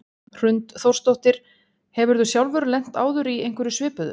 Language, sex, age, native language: Icelandic, female, 30-39, Icelandic